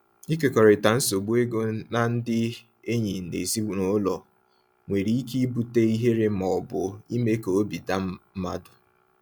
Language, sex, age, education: Igbo, male, 15-29, tertiary